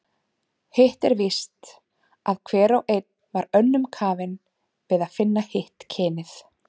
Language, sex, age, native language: Icelandic, female, 30-39, Icelandic